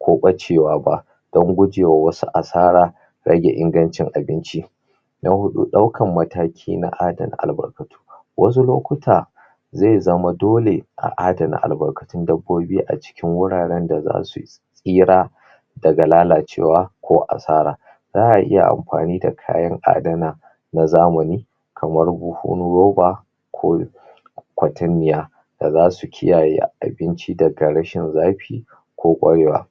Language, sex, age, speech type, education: Hausa, male, 30-45, spontaneous, tertiary